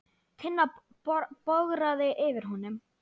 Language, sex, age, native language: Icelandic, female, 9, Icelandic